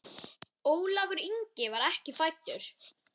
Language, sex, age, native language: Icelandic, female, 10, Icelandic